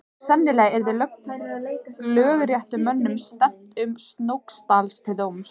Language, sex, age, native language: Icelandic, female, 15, Icelandic